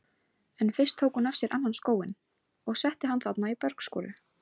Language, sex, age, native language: Icelandic, female, 18-19, Icelandic